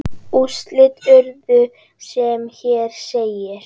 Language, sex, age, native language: Icelandic, female, 10, Icelandic